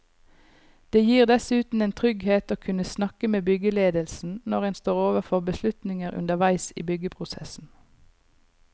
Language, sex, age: Norwegian, female, 39